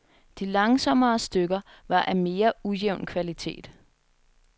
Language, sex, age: Danish, female, 21